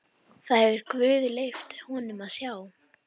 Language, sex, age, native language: Icelandic, female, 12, Icelandic